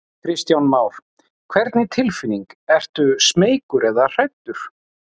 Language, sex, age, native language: Icelandic, male, 40-49, Icelandic